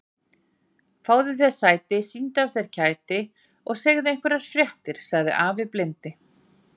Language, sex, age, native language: Icelandic, female, 40-49, Icelandic